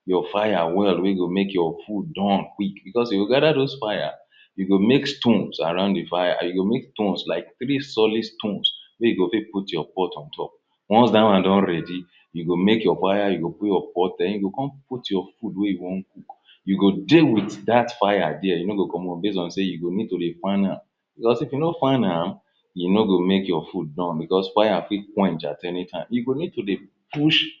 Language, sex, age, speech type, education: Nigerian Pidgin, male, 30-45, spontaneous, tertiary